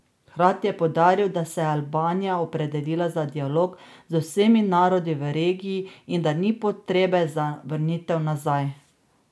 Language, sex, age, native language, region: Slovenian, female, 30-49, Slovenian, Drava region